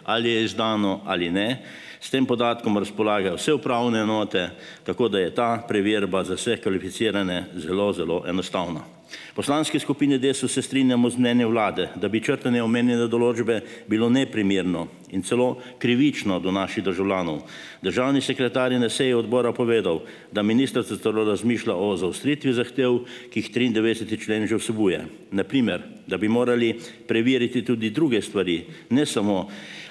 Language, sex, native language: Slovenian, male, Slovenian